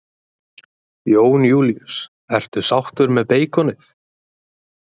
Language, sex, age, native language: Icelandic, male, 20-29, Icelandic